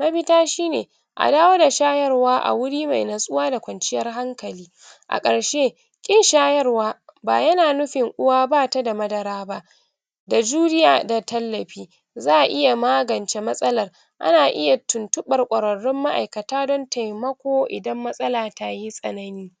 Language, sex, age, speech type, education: Hausa, female, 60+, spontaneous, tertiary